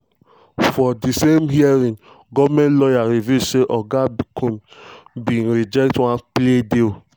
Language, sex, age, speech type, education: Nigerian Pidgin, male, 15-29, spontaneous, tertiary